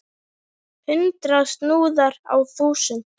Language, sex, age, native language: Icelandic, female, 9, Icelandic